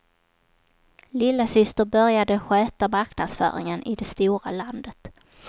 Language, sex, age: Swedish, female, 27